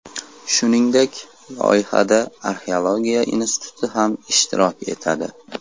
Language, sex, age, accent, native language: Uzbek, male, 18-24, Andijon, Uzbek